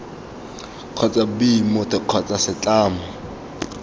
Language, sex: Tswana, male